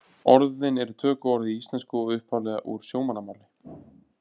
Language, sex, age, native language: Icelandic, male, 30-39, Icelandic